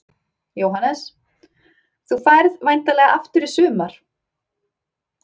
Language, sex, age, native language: Icelandic, female, 30-39, Icelandic